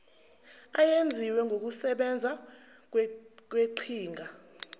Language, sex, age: Zulu, female, 19